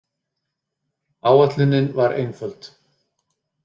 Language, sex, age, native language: Icelandic, male, 30-39, Icelandic